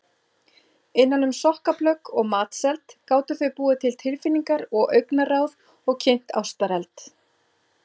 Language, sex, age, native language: Icelandic, female, 40-49, Icelandic